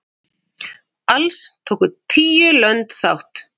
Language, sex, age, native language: Icelandic, female, 9, Icelandic